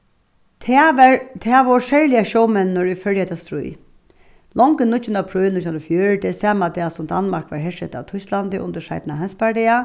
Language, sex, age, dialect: Faroese, female, 36-60, Suðuroy